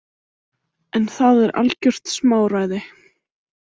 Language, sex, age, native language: Icelandic, female, 18-19, Icelandic